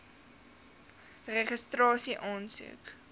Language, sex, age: Afrikaans, female, 19